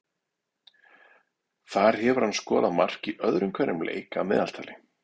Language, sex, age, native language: Icelandic, male, 40-49, Icelandic